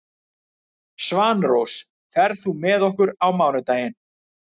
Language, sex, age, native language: Icelandic, male, 30-39, Icelandic